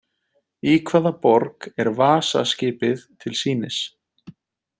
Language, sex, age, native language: Icelandic, male, 30-39, Icelandic